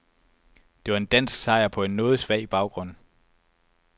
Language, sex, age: Danish, male, 24